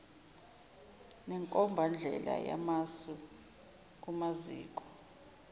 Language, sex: Zulu, female